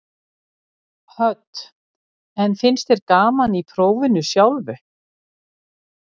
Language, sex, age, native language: Icelandic, female, 60-69, Icelandic